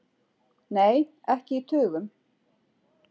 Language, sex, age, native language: Icelandic, female, 40-49, Icelandic